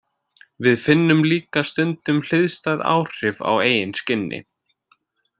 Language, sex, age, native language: Icelandic, male, 20-29, Icelandic